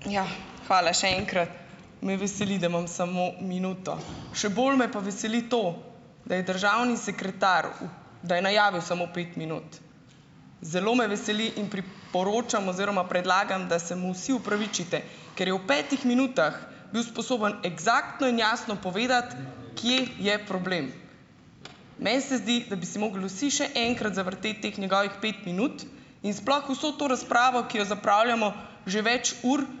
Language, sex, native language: Slovenian, female, Slovenian